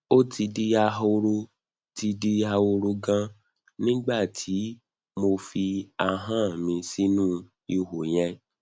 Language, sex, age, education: Yoruba, male, 30-45, tertiary